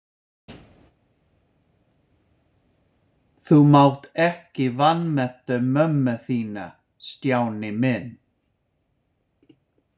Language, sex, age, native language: Icelandic, male, 50-59, English